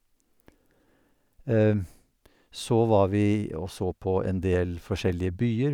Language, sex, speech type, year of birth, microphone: Norwegian, male, spontaneous, 1952, Sennheiser